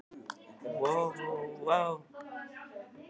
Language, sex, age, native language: Icelandic, male, 14, Icelandic